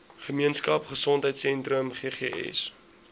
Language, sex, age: Afrikaans, male, 20